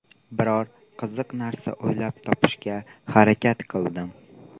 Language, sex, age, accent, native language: Uzbek, male, 18-24, Andijon, Uzbek